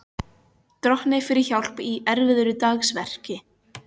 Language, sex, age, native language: Icelandic, female, 14, Filipino